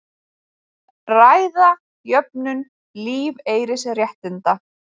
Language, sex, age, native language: Icelandic, female, 20-29, Icelandic